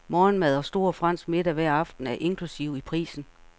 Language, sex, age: Danish, female, 48